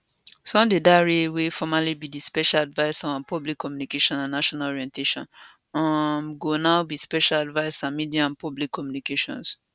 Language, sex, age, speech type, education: Nigerian Pidgin, female, 15-29, spontaneous, tertiary